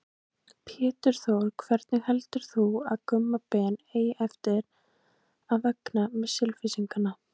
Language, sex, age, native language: Icelandic, female, 18-19, Icelandic